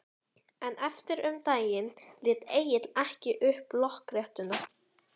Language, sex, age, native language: Icelandic, female, 11, Icelandic